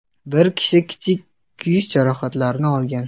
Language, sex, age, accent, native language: Uzbek, male, 18-24, Toshkent viloyati, Kazakh